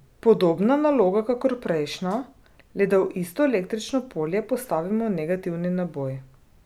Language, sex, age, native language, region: Slovenian, female, 30-49, Slovenian, Drava region